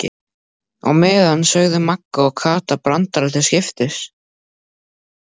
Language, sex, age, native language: Icelandic, male, 12, Icelandic